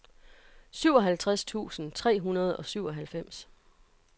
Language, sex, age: Danish, female, 42